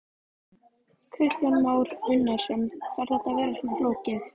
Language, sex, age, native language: Icelandic, female, 12, Icelandic